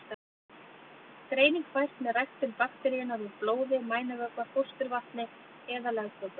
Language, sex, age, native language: Icelandic, female, 30-39, Icelandic